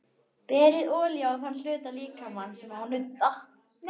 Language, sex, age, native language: Icelandic, female, 11, Icelandic